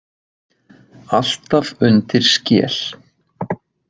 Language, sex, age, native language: Icelandic, male, 20-29, Icelandic